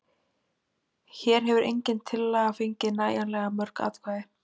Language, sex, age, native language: Icelandic, female, 20-29, Icelandic